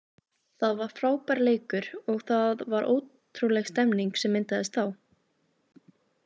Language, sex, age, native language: Icelandic, female, 18-19, Icelandic